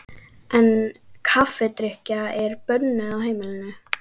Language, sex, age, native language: Icelandic, female, 12, Icelandic